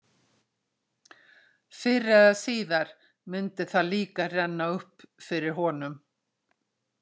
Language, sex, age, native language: Icelandic, female, 60-69, Icelandic